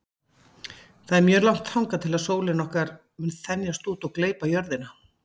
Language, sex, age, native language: Icelandic, female, 40-49, Icelandic